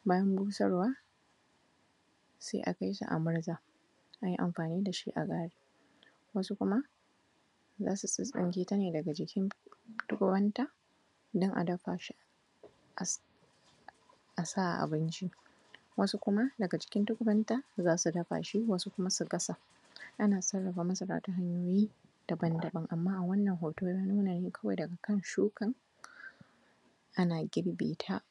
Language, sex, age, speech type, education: Hausa, female, 15-29, spontaneous, primary